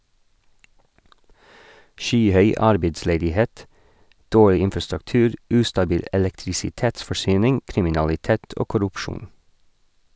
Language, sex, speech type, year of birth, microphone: Norwegian, male, read, 1981, Sennheiser